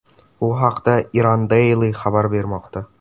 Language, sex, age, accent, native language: Uzbek, male, 12-17, Samarqand, Uzbek